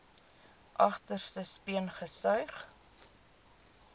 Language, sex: Afrikaans, female